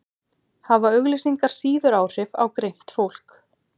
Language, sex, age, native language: Icelandic, female, 30-39, Icelandic